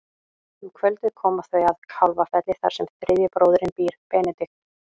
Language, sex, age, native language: Icelandic, female, 18-19, Icelandic